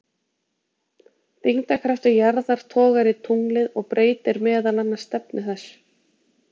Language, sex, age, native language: Icelandic, female, 20-29, Icelandic